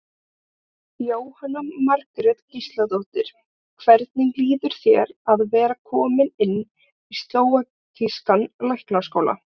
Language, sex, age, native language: Icelandic, other, 18-19, Icelandic